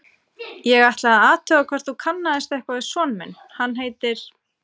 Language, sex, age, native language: Icelandic, female, 30-39, Icelandic